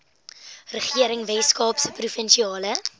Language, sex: Afrikaans, female